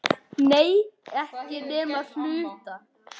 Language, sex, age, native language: Icelandic, male, 10, Icelandic